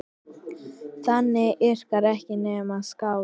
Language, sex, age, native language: Icelandic, female, 10, Icelandic